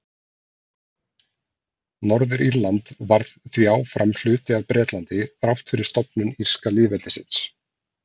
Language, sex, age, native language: Icelandic, male, 40-49, Icelandic